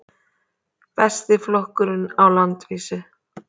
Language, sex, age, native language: Icelandic, female, 30-39, Icelandic